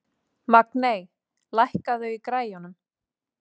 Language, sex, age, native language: Icelandic, female, 30-39, Icelandic